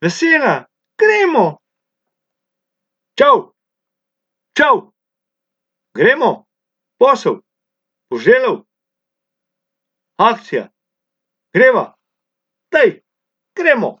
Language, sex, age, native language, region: Slovenian, male, 60+, Slovenian, Abroad